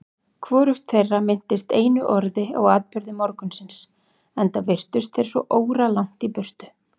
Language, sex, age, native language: Icelandic, female, 40-49, Icelandic